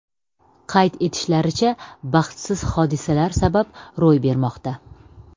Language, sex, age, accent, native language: Uzbek, female, 30-39, Samarqand, Uzbek